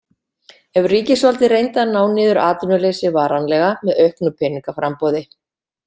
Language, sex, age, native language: Icelandic, female, 50-59, Icelandic